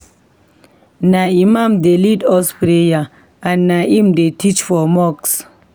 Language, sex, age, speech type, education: Nigerian Pidgin, female, 15-29, read, tertiary